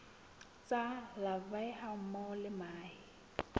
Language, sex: Southern Sotho, female